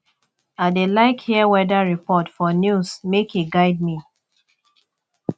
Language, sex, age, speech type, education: Nigerian Pidgin, female, 15-29, spontaneous, tertiary